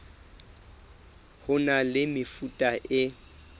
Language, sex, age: Southern Sotho, male, 24